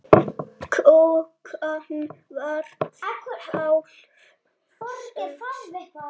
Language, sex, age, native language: Icelandic, male, 7, Icelandic